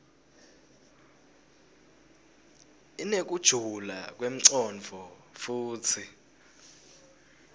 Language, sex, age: Swati, male, 20